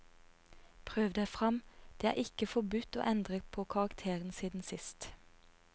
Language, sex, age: Norwegian, female, 30